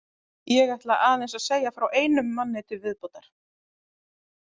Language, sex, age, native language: Icelandic, female, 30-39, Icelandic